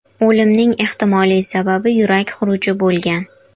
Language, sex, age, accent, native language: Uzbek, female, 12-17, Qashqadaryo, Uzbek